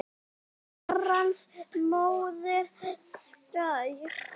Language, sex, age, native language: Icelandic, male, 6, Icelandic